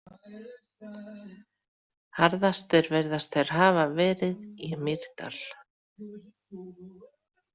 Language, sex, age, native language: Icelandic, female, 40-49, Icelandic